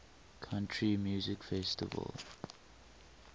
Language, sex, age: English, male, 18